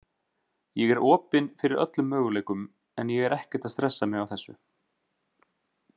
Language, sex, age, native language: Icelandic, male, 30-39, Icelandic